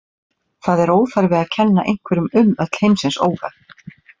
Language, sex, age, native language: Icelandic, female, 40-49, Icelandic